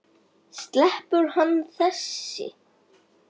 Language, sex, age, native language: Icelandic, male, 9, Icelandic